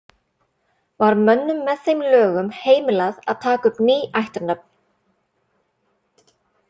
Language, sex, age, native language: Icelandic, female, 30-39, Icelandic